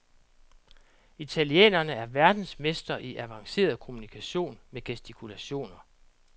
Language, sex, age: Danish, male, 47